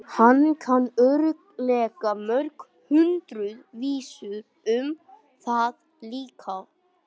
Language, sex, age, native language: Icelandic, male, 18-19, English